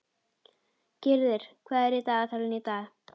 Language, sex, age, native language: Icelandic, female, 12, Icelandic